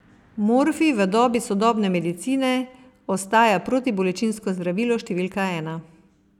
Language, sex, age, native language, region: Slovenian, female, 50-59, Slovenian, Savinja region